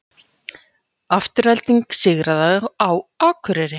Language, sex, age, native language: Icelandic, female, 40-49, Icelandic